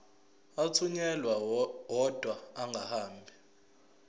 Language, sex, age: Zulu, male, 20